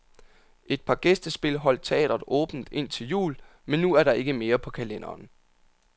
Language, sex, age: Danish, male, 27